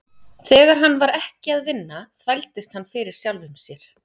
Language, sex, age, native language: Icelandic, female, 30-39, Icelandic